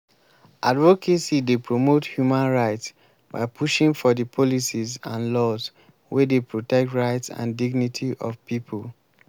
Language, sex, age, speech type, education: Nigerian Pidgin, male, 15-29, spontaneous, tertiary